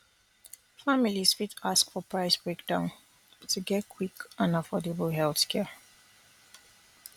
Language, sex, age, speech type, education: Nigerian Pidgin, female, 15-29, spontaneous, tertiary